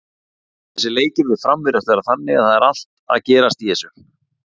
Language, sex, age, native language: Icelandic, male, 40-49, Icelandic